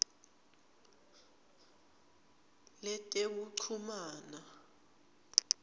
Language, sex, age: Swati, female, 20